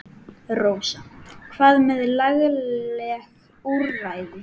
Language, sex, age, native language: Icelandic, male, 8, Icelandic